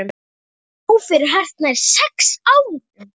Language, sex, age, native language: Icelandic, female, 10, Icelandic